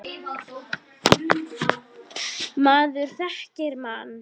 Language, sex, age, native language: Icelandic, female, 9, Icelandic